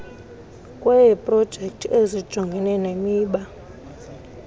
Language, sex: Xhosa, male